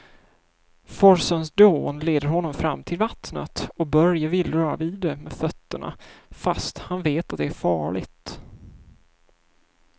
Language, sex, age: Swedish, male, 31